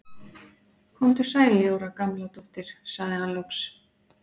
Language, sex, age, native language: Icelandic, female, 40-49, Icelandic